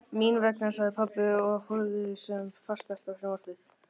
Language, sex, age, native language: Icelandic, male, 13, Icelandic